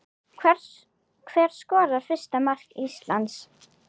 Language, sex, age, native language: Icelandic, female, 9, Icelandic